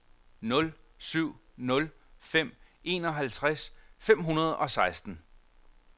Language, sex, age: Danish, male, 45